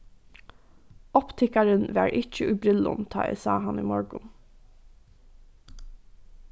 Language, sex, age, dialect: Faroese, female, 15-35, Norðuroyggjar